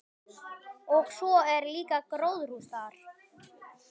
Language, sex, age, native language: Icelandic, male, 12, Icelandic